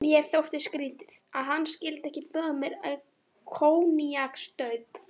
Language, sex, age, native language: Icelandic, female, 12, Icelandic